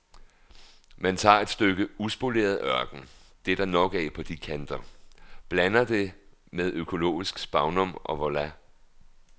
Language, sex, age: Danish, male, 39